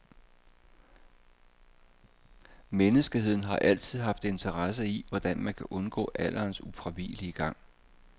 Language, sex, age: Danish, male, 58